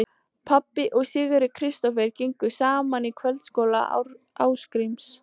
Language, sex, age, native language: Icelandic, female, 14, Icelandic